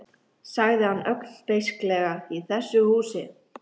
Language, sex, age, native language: Icelandic, female, 13, Icelandic